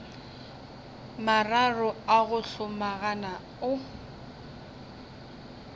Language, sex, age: Northern Sotho, female, 20